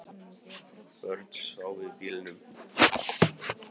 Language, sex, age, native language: Icelandic, male, 18-19, Icelandic